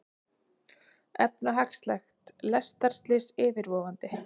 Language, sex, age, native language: Icelandic, female, 30-39, Icelandic